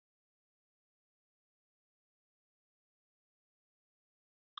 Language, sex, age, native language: Icelandic, female, 60-69, Icelandic